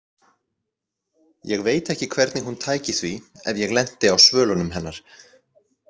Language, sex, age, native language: Icelandic, male, 40-49, Icelandic